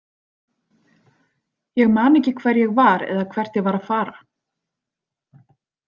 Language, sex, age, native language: Icelandic, female, 40-49, Icelandic